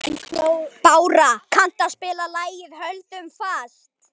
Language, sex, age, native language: Icelandic, male, 11, Icelandic